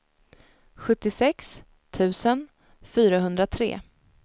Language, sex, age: Swedish, female, 19